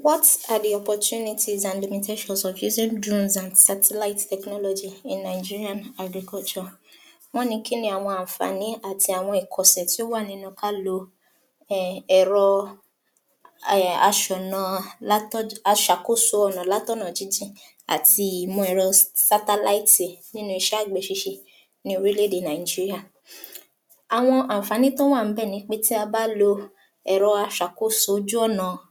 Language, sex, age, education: Yoruba, female, 46-60, tertiary